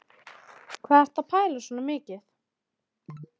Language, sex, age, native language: Icelandic, female, 13, Icelandic